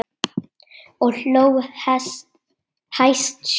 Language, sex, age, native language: Icelandic, male, 8, Icelandic